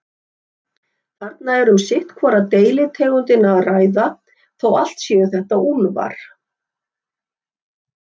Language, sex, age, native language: Icelandic, female, 60-69, Icelandic